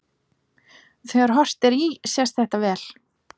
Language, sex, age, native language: Icelandic, female, 40-49, Icelandic